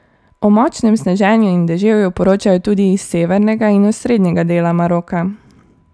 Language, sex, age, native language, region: Slovenian, female, 18-29, Slovenian, Savinja region